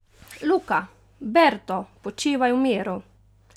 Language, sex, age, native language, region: Slovenian, female, 30-49, Slovenian, Carinthia region